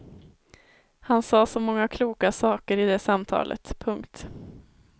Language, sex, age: Swedish, female, 21